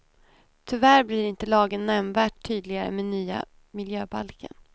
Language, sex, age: Swedish, female, 28